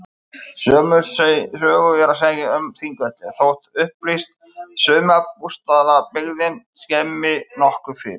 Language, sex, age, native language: Icelandic, male, 50-59, Icelandic